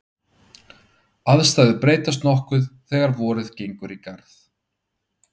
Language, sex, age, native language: Icelandic, male, 30-39, Icelandic